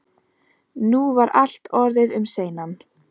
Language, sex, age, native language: Icelandic, female, 11, Icelandic